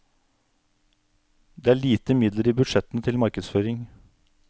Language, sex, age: Norwegian, male, 49